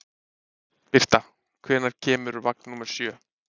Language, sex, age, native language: Icelandic, male, 30-39, Icelandic